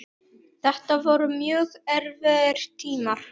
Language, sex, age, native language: Icelandic, male, 9, Icelandic